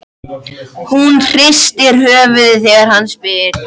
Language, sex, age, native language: Icelandic, male, 13, Icelandic